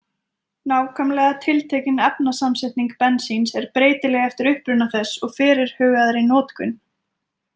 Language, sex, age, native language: Icelandic, female, 20-29, Icelandic